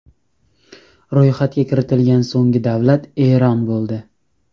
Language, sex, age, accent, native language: Uzbek, male, 18-24, Namangan, Uzbek